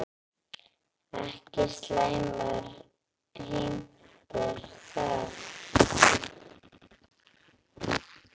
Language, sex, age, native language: Icelandic, female, 10, Icelandic